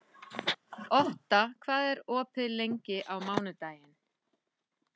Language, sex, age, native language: Icelandic, female, 14, Icelandic